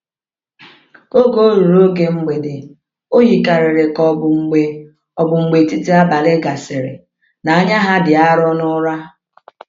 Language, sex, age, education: Igbo, female, 30-45, tertiary